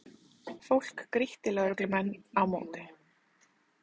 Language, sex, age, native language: Icelandic, female, 30-39, Icelandic